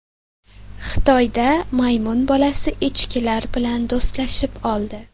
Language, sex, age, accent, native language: Uzbek, female, 18-24, Sirdaryo, Uzbek